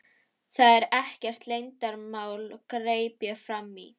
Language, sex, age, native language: Icelandic, female, 12, Icelandic